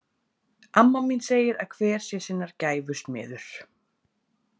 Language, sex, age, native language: Icelandic, female, 30-39, Icelandic